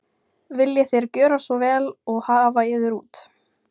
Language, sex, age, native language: Icelandic, female, 20-29, Ukrainian